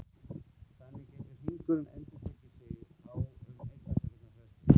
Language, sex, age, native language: Icelandic, male, 20-29, Icelandic